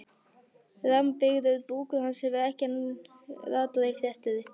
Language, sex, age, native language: Icelandic, female, 11, Icelandic